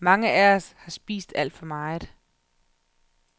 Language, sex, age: Danish, female, 31